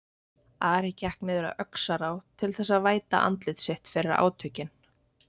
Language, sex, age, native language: Icelandic, female, 20-29, Icelandic